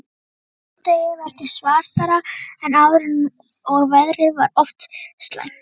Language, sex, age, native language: Icelandic, female, 12, Icelandic